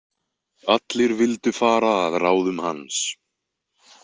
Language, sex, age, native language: Icelandic, male, 20-29, Icelandic